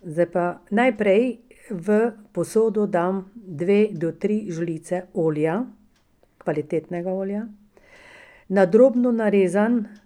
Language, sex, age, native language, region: Slovenian, female, 60+, Slovenian, Pomurje region